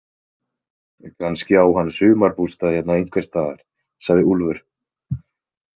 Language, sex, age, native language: Icelandic, male, 20-29, Icelandic